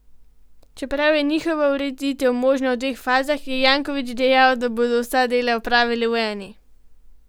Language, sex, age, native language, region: Slovenian, female, 12-17, Slovenian, Gorenjska region